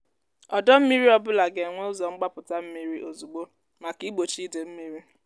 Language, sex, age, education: Igbo, female, 15-29, tertiary